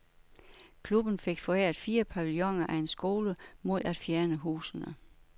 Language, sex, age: Danish, female, 61